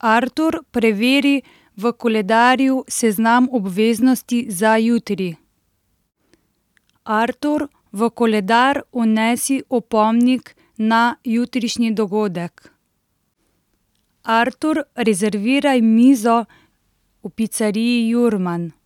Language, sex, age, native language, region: Slovenian, female, 30-49, Slovenian, Central Slovenia